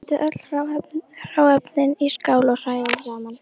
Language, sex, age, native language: Icelandic, other, 12, Icelandic